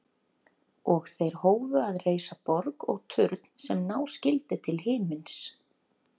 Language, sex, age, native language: Icelandic, female, 30-39, Icelandic